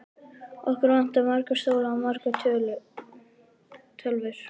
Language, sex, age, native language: Icelandic, female, 11, Icelandic